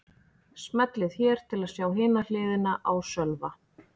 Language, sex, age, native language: Icelandic, female, 40-49, Icelandic